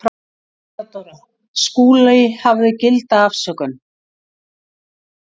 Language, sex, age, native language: Icelandic, female, 60-69, Icelandic